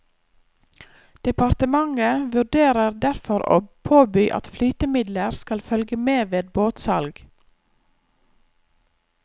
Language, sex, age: Norwegian, female, 34